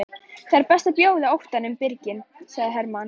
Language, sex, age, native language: Icelandic, female, 11, Icelandic